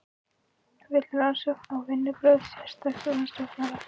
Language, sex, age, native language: Icelandic, female, 16, Icelandic